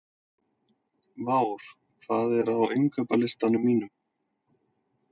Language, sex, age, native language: Icelandic, male, 30-39, Icelandic